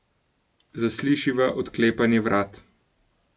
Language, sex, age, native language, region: Slovenian, male, 18-29, Slovenian, Gorenjska region